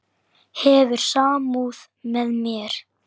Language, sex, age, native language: Icelandic, male, 10, Icelandic